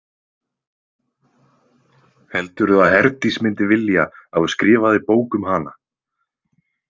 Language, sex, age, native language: Icelandic, male, 20-29, Icelandic